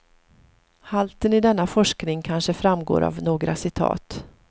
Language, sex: Swedish, female